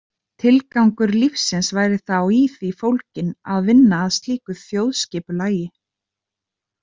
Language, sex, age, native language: Icelandic, female, 30-39, Icelandic